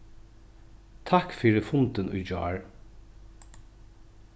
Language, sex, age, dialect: Faroese, male, 36-60, Norðuroyggjar